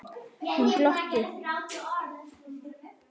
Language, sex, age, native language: Icelandic, female, 8, Icelandic